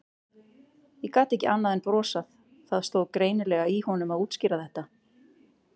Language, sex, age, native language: Icelandic, female, 30-39, Icelandic